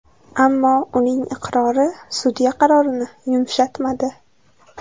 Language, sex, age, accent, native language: Uzbek, female, 18-24, Samarqand, Uzbek